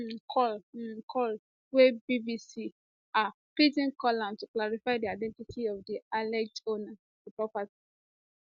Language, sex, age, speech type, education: Nigerian Pidgin, female, 15-29, spontaneous, tertiary